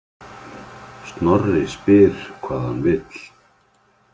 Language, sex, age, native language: Icelandic, male, 50-59, Icelandic